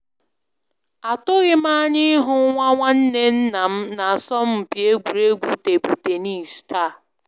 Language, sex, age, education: Igbo, female, 15-29, tertiary